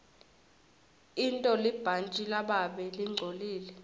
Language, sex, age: Swati, female, 21